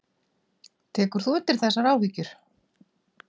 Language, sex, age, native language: Icelandic, female, 40-49, Icelandic